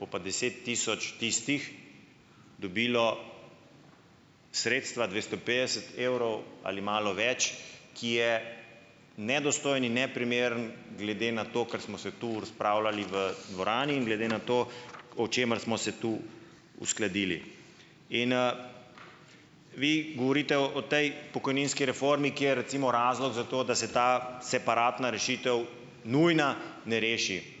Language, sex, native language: Slovenian, male, Slovenian